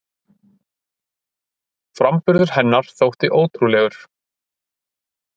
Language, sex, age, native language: Icelandic, male, 30-39, Icelandic